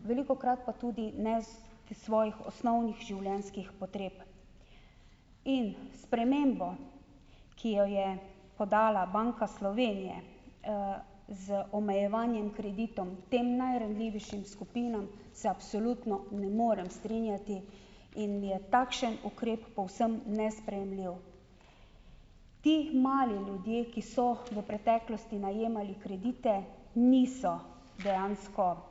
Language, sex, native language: Slovenian, female, Slovenian